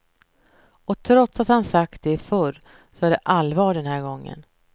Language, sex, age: Swedish, female, 48